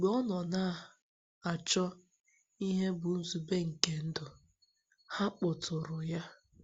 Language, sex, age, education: Igbo, female, 15-29, tertiary